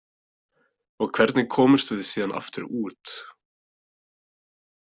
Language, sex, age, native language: Icelandic, male, 20-29, Icelandic